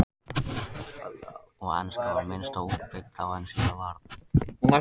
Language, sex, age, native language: Icelandic, male, 18-19, Icelandic